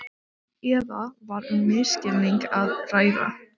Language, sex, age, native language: Icelandic, female, 14, Swedish